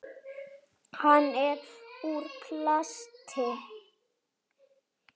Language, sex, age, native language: Icelandic, female, 7, Icelandic